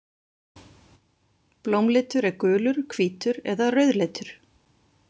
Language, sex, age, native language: Icelandic, female, 40-49, Icelandic